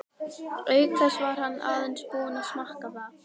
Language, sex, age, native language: Icelandic, female, 11, Icelandic